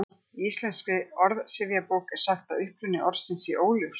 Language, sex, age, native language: Icelandic, female, 50-59, Icelandic